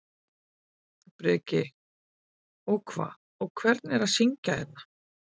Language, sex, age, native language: Icelandic, female, 50-59, Icelandic